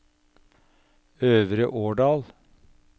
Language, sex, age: Norwegian, male, 57